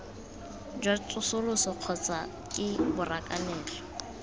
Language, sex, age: Tswana, female, 18